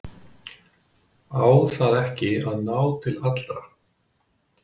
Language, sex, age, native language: Icelandic, male, 50-59, Icelandic